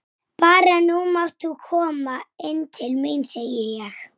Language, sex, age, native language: Icelandic, female, 6, Icelandic